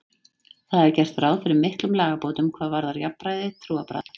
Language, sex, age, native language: Icelandic, female, 30-39, Icelandic